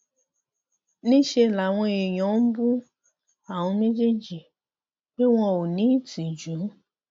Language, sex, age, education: Yoruba, female, 15-29, tertiary